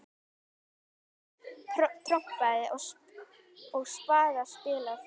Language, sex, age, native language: Icelandic, female, 10, Icelandic